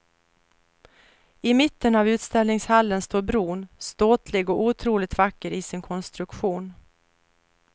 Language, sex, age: Swedish, female, 49